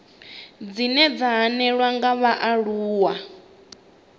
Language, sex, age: Venda, female, 25